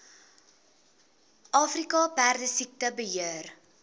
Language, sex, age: Afrikaans, female, 22